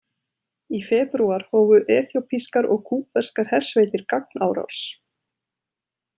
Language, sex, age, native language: Icelandic, female, 30-39, Icelandic